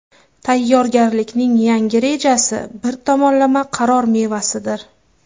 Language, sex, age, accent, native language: Uzbek, female, 25-34, Farg'ona, Uzbek